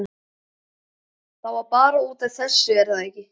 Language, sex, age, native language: Icelandic, male, 11, Icelandic